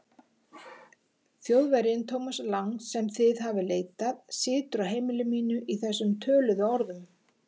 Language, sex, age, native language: Icelandic, female, 50-59, Icelandic